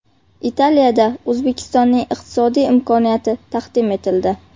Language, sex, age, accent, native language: Uzbek, female, 18-24, Qashqadaryo, Uzbek